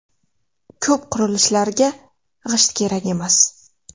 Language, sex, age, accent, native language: Uzbek, female, 18-24, Navoiy, Uzbek